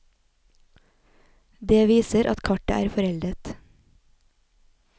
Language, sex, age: Norwegian, female, 28